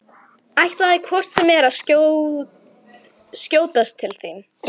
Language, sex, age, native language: Icelandic, female, 11, Icelandic